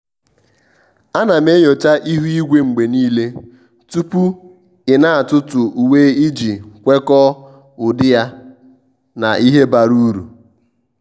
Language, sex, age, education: Igbo, male, 15-29, tertiary